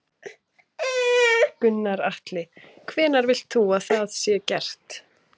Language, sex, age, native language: Icelandic, female, 20-29, Icelandic